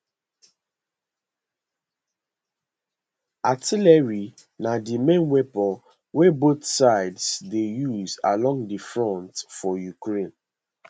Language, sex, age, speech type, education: Nigerian Pidgin, male, 15-29, spontaneous, secondary